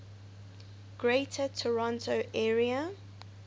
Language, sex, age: English, female, 19